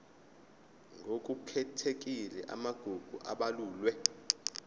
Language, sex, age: Zulu, male, 25